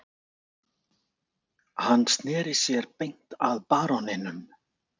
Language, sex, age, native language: Icelandic, male, 40-49, Icelandic